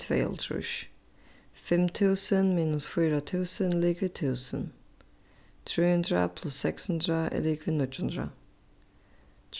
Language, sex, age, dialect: Faroese, female, 15-35, Suðurstreymoy